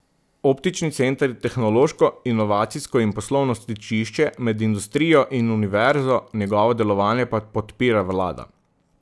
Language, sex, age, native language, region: Slovenian, male, 30-49, Slovenian, Southeast Slovenia